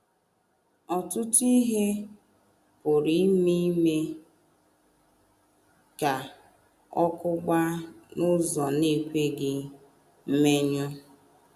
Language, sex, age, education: Igbo, female, 30-45, tertiary